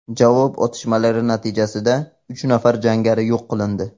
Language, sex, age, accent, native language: Uzbek, male, 18-24, Qashqadaryo, Uzbek